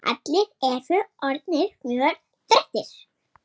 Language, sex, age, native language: Icelandic, female, 20-29, Icelandic